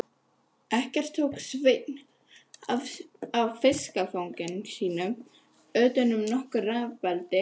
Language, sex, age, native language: Icelandic, female, 11, Icelandic